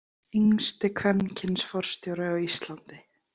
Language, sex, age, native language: Icelandic, female, 18-19, Icelandic